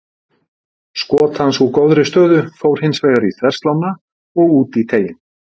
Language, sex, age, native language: Icelandic, male, 50-59, Icelandic